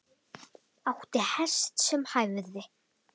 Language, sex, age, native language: Icelandic, male, 10, Icelandic